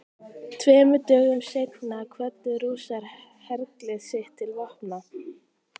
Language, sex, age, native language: Icelandic, female, 18-19, Icelandic